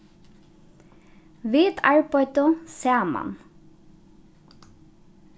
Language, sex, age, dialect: Faroese, female, 15-35, Norðuroyggjar